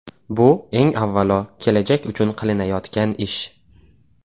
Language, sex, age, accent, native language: Uzbek, male, 18-24, Toshkent viloyati, Uzbek